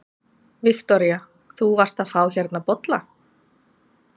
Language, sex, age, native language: Icelandic, female, 30-39, Icelandic